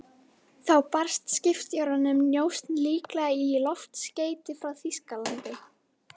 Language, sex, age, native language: Icelandic, female, 12, Icelandic